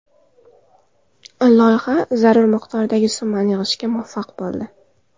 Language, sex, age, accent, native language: Uzbek, female, 19-29, Toshkent viloyati, Uzbek